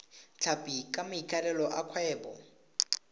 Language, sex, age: Tswana, male, 18